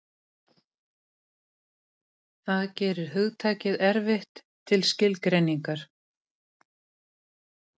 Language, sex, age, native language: Icelandic, female, 60-69, Icelandic